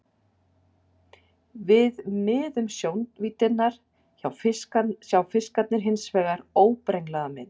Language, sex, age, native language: Icelandic, female, 40-49, Icelandic